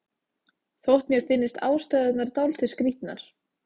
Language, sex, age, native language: Icelandic, female, 20-29, Icelandic